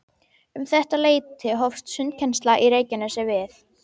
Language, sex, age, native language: Icelandic, female, 12, Icelandic